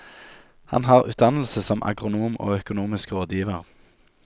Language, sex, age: Norwegian, male, 27